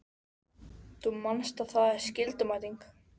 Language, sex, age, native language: Icelandic, male, 13, Icelandic